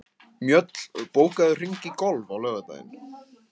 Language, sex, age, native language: Icelandic, male, 15, Icelandic